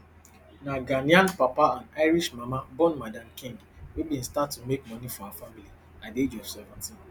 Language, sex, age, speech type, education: Nigerian Pidgin, male, 15-29, spontaneous, tertiary